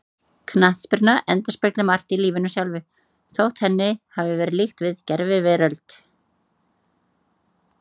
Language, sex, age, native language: Icelandic, female, 30-39, Icelandic